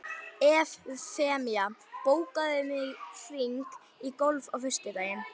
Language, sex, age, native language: Icelandic, female, 11, Icelandic